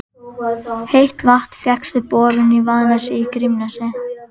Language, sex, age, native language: Icelandic, female, 11, Icelandic